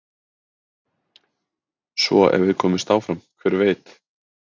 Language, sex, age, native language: Icelandic, male, 20-29, Icelandic